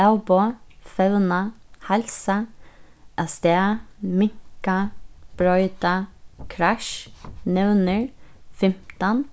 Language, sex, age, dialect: Faroese, female, 15-35, Suðurstreymoy